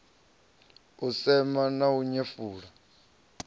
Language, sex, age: Venda, male, 37